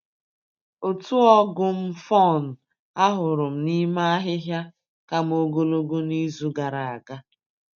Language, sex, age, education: Igbo, female, 30-45, tertiary